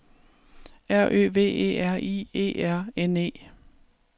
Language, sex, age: Danish, female, 36